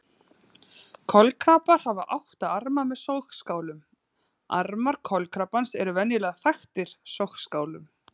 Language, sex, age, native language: Icelandic, female, 30-39, Icelandic